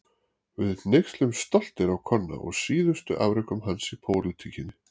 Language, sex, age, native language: Icelandic, male, 40-49, Icelandic